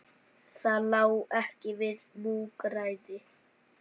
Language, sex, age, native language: Icelandic, male, 9, Icelandic